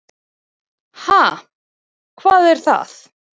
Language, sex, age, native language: Icelandic, female, 20-29, Icelandic